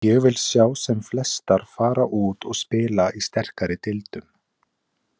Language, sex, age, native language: Icelandic, male, 20-29, Icelandic